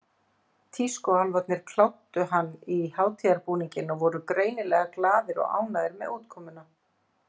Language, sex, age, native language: Icelandic, female, 40-49, Icelandic